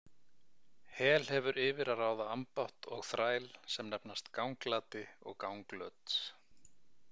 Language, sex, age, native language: Icelandic, male, 40-49, Icelandic